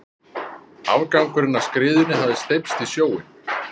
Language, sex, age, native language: Icelandic, male, 30-39, Icelandic